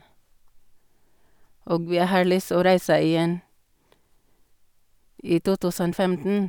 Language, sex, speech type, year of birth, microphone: Norwegian, female, spontaneous, 1962, Sennheiser